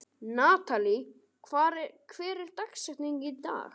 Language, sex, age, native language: Icelandic, male, 12, Icelandic